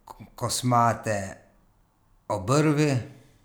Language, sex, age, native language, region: Slovenian, male, 30-49, Slovenian, Gorica region